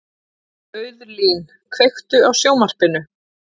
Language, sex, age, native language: Icelandic, female, 30-39, Icelandic